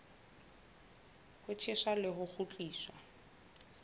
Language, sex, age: Southern Sotho, female, 22